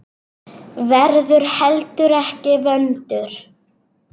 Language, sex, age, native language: Icelandic, female, 9, Serbo-Croatian